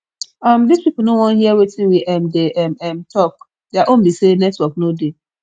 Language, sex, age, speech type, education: Nigerian Pidgin, female, 15-29, spontaneous, tertiary